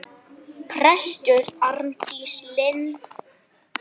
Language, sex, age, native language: Icelandic, male, 8, Icelandic